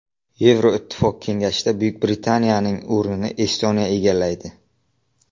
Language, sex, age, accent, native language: Uzbek, male, under 19, Navoiy, Uzbek